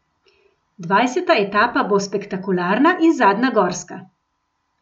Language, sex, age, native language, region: Slovenian, female, 50-59, Slovenian, Gorenjska region